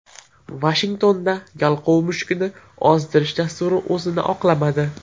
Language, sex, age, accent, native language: Uzbek, male, 12-17, Farg'ona, Uzbek